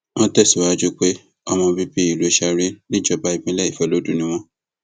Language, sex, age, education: Yoruba, male, 15-29, tertiary